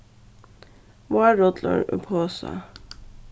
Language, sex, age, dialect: Faroese, female, 15-35, Suðurstreymoy